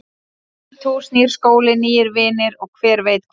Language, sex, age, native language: Icelandic, male, 12, Icelandic